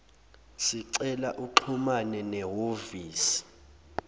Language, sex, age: Zulu, male, 20